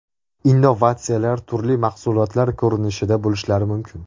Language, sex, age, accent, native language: Uzbek, male, 18-24, Andijon, Uzbek